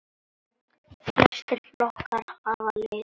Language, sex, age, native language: Icelandic, male, 10, Icelandic